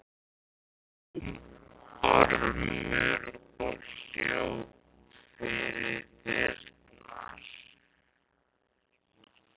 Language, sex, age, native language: Icelandic, male, 13, Icelandic